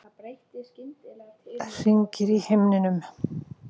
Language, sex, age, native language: Icelandic, female, 40-49, Icelandic